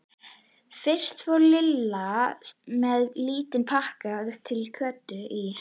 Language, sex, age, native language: Icelandic, female, 11, Icelandic